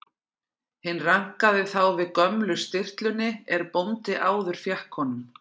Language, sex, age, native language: Icelandic, female, 40-49, Icelandic